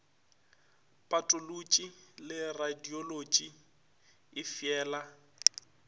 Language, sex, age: Northern Sotho, male, 25